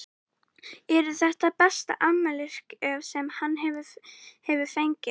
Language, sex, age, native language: Icelandic, female, 14, Icelandic